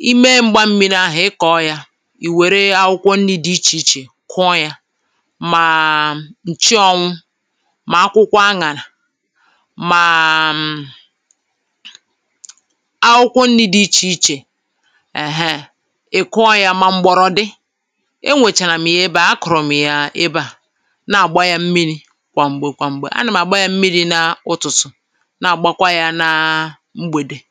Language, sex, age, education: Igbo, female, 15-29, tertiary